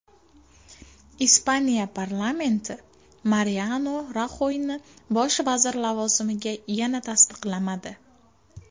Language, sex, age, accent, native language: Uzbek, female, 19-29, Farg'ona, Uzbek